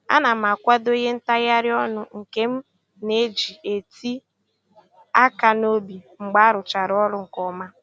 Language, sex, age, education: Igbo, female, 15-29, secondary